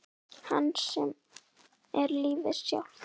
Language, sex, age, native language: Icelandic, female, 9, Icelandic